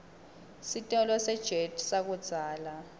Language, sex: Swati, female